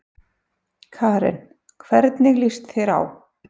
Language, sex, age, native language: Icelandic, female, 50-59, Icelandic